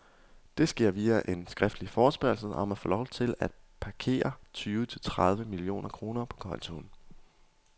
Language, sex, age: Danish, male, 22